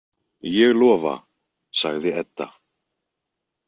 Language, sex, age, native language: Icelandic, male, 20-29, Icelandic